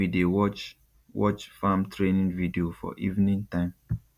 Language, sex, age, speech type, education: Nigerian Pidgin, male, 15-29, spontaneous, tertiary